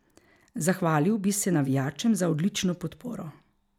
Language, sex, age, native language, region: Slovenian, female, 50-59, Slovenian, Carinthia region